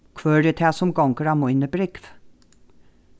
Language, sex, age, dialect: Faroese, female, 36-60, Norðuroyggjar